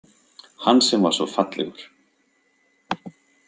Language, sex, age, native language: Icelandic, male, 50-59, Icelandic